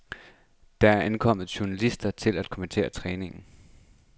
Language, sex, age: Danish, male, 26